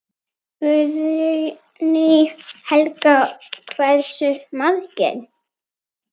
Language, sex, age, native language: Icelandic, female, 9, Icelandic